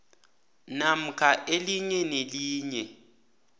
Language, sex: South Ndebele, male